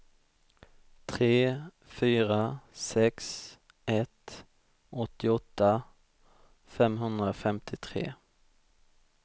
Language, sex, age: Swedish, male, 32